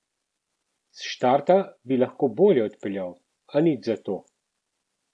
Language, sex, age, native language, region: Slovenian, male, 30-49, Slovenian, Central Slovenia